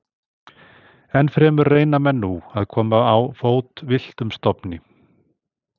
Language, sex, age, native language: Icelandic, male, 60-69, Icelandic